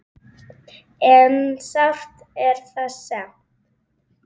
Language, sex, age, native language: Icelandic, female, 8, Icelandic